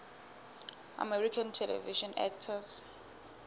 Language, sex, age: Southern Sotho, female, 23